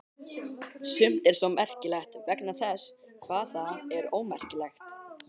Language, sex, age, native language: Icelandic, male, 12, Icelandic